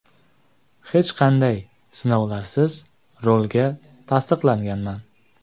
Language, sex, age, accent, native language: Uzbek, male, 18-24, Jizzax, Uzbek